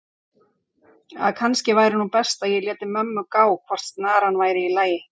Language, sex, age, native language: Icelandic, female, 40-49, Icelandic